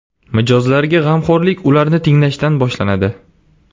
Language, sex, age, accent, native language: Uzbek, male, 18-24, Surxondaryo, Uzbek